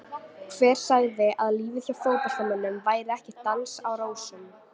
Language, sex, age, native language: Icelandic, female, 18-19, Icelandic